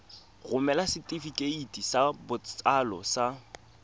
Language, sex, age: Tswana, male, 22